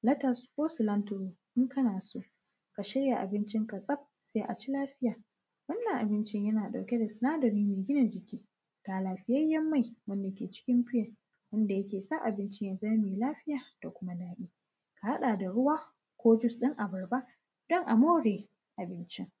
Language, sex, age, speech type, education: Hausa, female, 15-29, spontaneous, tertiary